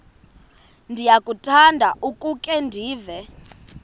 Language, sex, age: Xhosa, female, 32